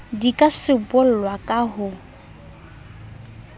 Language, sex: Southern Sotho, female